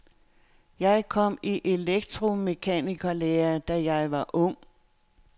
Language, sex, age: Danish, female, 69